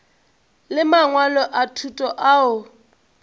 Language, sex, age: Northern Sotho, female, 22